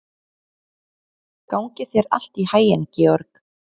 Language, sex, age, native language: Icelandic, female, 20-29, Icelandic